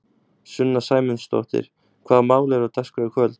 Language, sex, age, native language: Icelandic, male, 20-29, Icelandic